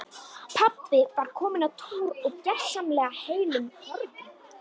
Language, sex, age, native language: Icelandic, female, 13, Icelandic